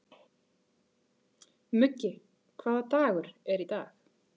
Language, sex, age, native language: Icelandic, female, 40-49, Icelandic